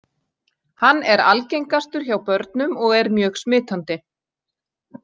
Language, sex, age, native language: Icelandic, female, 40-49, Icelandic